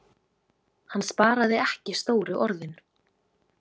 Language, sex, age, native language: Icelandic, female, 20-29, Icelandic